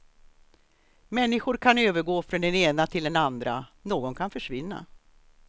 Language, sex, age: Swedish, female, 63